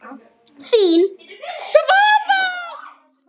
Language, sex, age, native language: Icelandic, male, 10, Icelandic